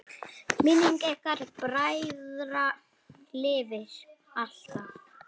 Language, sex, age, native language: Icelandic, female, 9, Icelandic